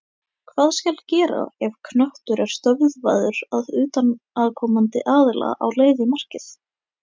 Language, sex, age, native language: Icelandic, female, 18-19, Icelandic